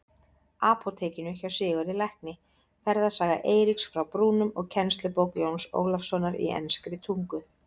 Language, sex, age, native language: Icelandic, female, 30-39, Icelandic